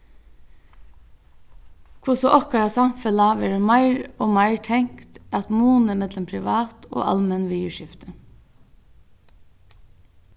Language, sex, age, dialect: Faroese, female, 36-60, Norðurstreymoy/Eysturoy